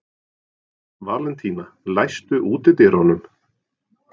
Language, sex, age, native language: Icelandic, male, 40-49, Norwegian